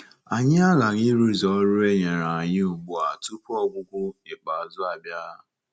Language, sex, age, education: Igbo, male, 15-29, secondary